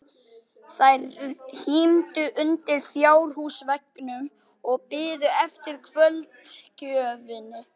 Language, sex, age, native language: Icelandic, male, 12, Icelandic